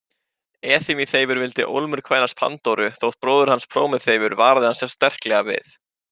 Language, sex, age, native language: Icelandic, male, 18-19, Icelandic